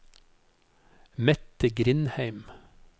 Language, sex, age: Norwegian, male, 55